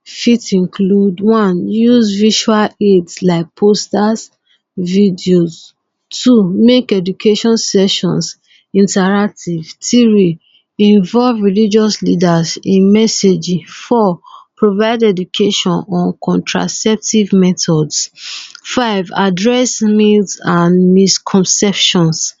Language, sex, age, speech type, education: Nigerian Pidgin, female, 15-29, spontaneous, tertiary